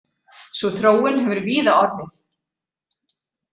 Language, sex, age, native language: Icelandic, female, 40-49, Icelandic